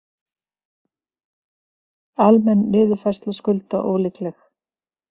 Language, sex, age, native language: Icelandic, female, 50-59, Icelandic